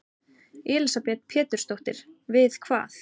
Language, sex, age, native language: Icelandic, female, 30-39, Icelandic